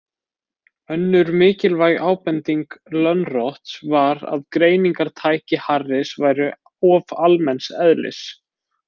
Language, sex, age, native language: Icelandic, male, 20-29, Icelandic